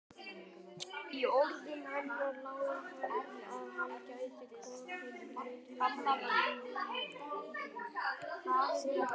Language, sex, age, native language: Icelandic, male, 18-19, Icelandic